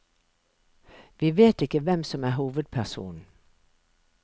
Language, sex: Norwegian, female